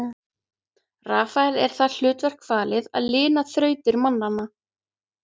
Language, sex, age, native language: Icelandic, female, 30-39, Icelandic